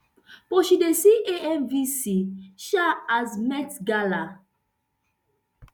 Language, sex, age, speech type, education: Nigerian Pidgin, female, 30-45, spontaneous, tertiary